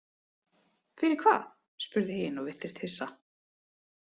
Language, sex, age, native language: Icelandic, female, 30-39, Icelandic